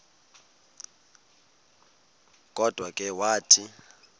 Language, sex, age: Xhosa, male, 22